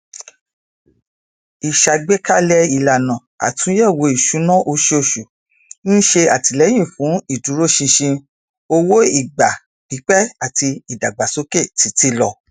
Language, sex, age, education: Yoruba, female, 46-60, tertiary